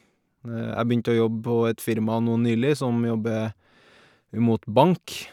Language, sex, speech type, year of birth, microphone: Norwegian, male, spontaneous, 1989, Shure